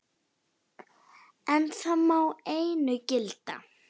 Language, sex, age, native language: Icelandic, female, 9, Icelandic